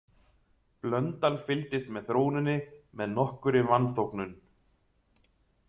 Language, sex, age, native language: Icelandic, male, 30-39, Icelandic